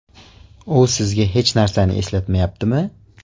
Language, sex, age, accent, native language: Uzbek, male, 18-24, Surxondaryo, Uzbek